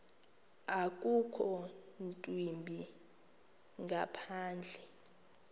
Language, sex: Xhosa, female